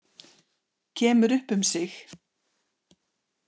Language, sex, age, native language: Icelandic, female, 60-69, Icelandic